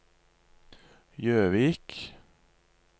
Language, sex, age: Norwegian, male, 27